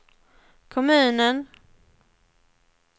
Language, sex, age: Swedish, female, 21